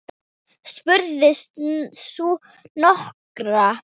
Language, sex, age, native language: Icelandic, female, 10, Thai